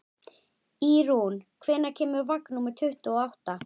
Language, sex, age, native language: Icelandic, female, 12, Icelandic